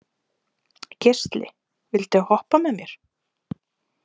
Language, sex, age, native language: Icelandic, female, 20-29, Icelandic